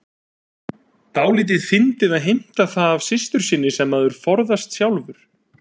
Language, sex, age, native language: Icelandic, male, 30-39, Icelandic